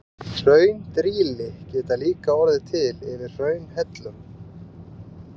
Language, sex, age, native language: Icelandic, female, 20-29, Icelandic